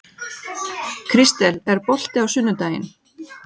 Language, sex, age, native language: Icelandic, female, 40-49, Icelandic